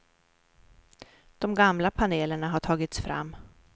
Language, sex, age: Swedish, female, 44